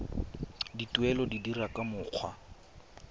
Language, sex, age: Tswana, male, 23